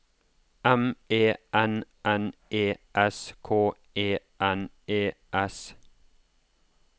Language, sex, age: Norwegian, male, 33